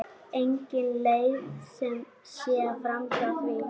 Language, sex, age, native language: Icelandic, male, 9, Icelandic